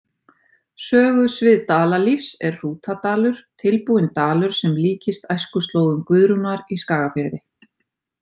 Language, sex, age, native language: Icelandic, female, 50-59, Icelandic